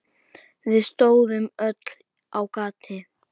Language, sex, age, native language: Icelandic, female, 10, Icelandic